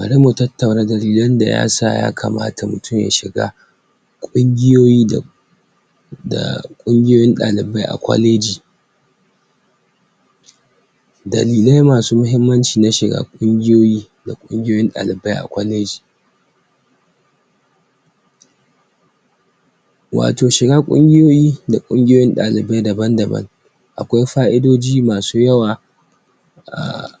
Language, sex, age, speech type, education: Hausa, male, 46-60, spontaneous, tertiary